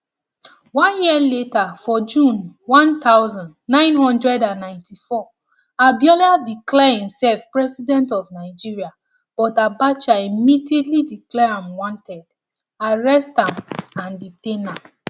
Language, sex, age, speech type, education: Nigerian Pidgin, female, 30-45, spontaneous, tertiary